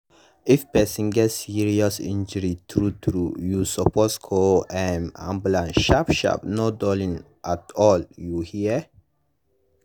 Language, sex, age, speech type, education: Nigerian Pidgin, male, 15-29, spontaneous, tertiary